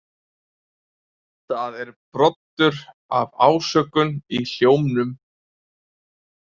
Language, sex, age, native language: Icelandic, male, 20-29, Icelandic